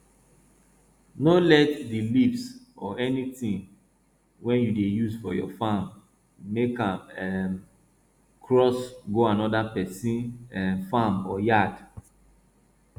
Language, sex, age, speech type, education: Nigerian Pidgin, male, 30-45, spontaneous, tertiary